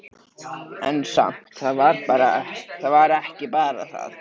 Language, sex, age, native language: Icelandic, male, 13, Icelandic